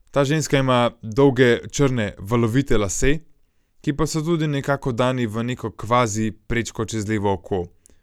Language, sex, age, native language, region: Slovenian, male, 18-29, Slovenian, Gorenjska region